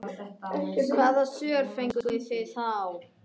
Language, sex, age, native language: Icelandic, male, 18-19, Icelandic